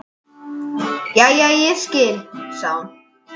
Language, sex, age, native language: Icelandic, male, 10, Icelandic